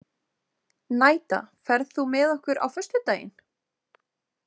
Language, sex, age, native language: Icelandic, female, 20-29, Icelandic